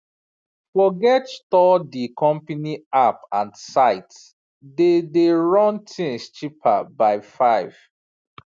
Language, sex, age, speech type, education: Nigerian Pidgin, male, 30-45, spontaneous, tertiary